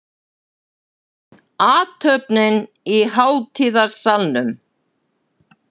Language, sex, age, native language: Icelandic, female, 70-79, Icelandic